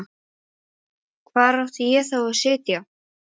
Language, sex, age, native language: Icelandic, male, 11, Icelandic